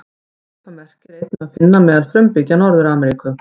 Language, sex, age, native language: Icelandic, female, 50-59, Icelandic